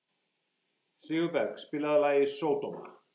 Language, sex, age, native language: Icelandic, male, 18-19, English